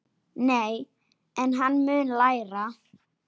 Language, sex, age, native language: Icelandic, female, 10, Icelandic